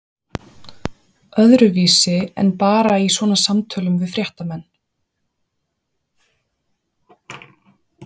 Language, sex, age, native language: Icelandic, female, 40-49, Icelandic